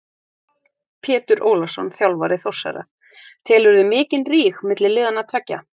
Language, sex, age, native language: Icelandic, female, 30-39, Icelandic